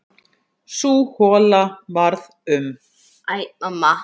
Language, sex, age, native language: Icelandic, female, 10, Icelandic